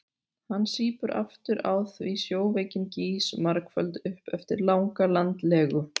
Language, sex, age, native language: Icelandic, female, 40-49, Icelandic